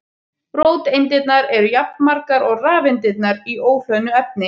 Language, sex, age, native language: Icelandic, female, 30-39, Icelandic